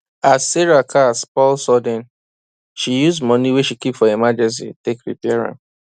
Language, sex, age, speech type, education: Nigerian Pidgin, male, 15-29, spontaneous, tertiary